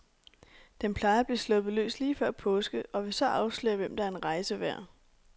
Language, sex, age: Danish, female, 26